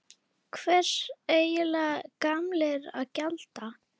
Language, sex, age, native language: Icelandic, female, 9, Icelandic